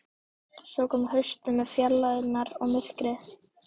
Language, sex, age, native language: Icelandic, male, 12, Icelandic